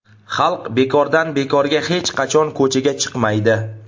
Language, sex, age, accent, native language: Uzbek, male, 25-34, Namangan, Uzbek